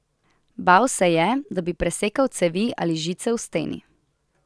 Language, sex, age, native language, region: Slovenian, female, 18-29, Slovenian, Southeast Slovenia